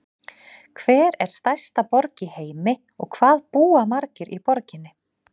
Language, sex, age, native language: Icelandic, female, 40-49, Icelandic